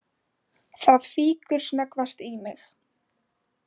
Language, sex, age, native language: Icelandic, female, 18-19, Icelandic